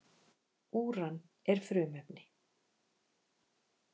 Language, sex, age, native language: Icelandic, female, 40-49, Icelandic